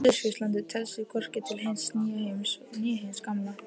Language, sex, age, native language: Icelandic, male, 18-19, Icelandic